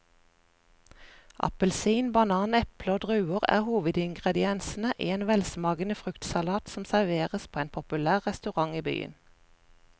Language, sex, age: Norwegian, female, 41